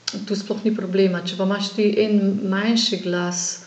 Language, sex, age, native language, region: Slovenian, female, 50-59, Slovenian, Gorenjska region